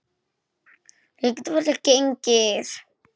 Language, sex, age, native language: Icelandic, female, 8, Icelandic